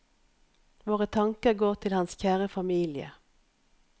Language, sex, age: Norwegian, female, 51